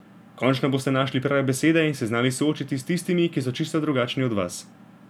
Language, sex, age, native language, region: Slovenian, male, 18-29, Slovenian, Gorenjska region